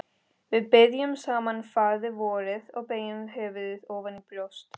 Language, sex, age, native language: Icelandic, female, 13, Spanish